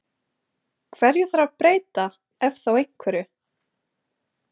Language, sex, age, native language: Icelandic, female, 20-29, Icelandic